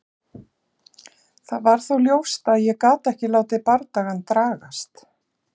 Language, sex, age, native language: Icelandic, female, 40-49, Icelandic